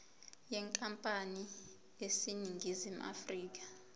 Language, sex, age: Zulu, female, 22